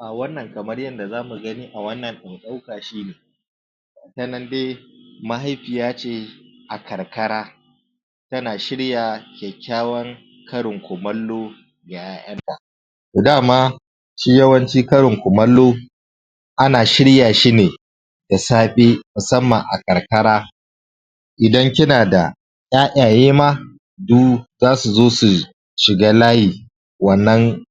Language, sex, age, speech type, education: Hausa, male, 15-29, spontaneous, primary